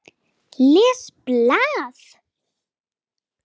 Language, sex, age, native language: Icelandic, female, 9, Icelandic